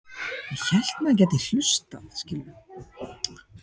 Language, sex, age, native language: Icelandic, female, 50-59, Icelandic